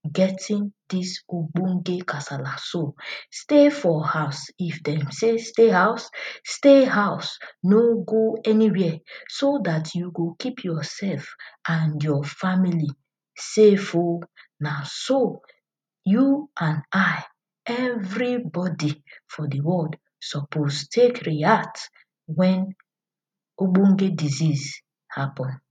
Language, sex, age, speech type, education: Nigerian Pidgin, female, 30-45, spontaneous, tertiary